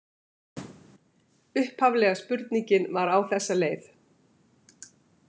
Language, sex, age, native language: Icelandic, female, 50-59, Icelandic